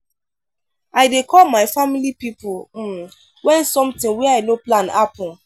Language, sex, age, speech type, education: Nigerian Pidgin, female, 15-29, spontaneous, tertiary